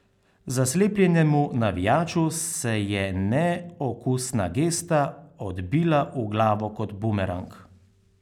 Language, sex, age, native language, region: Slovenian, male, 30-49, Slovenian, Carinthia region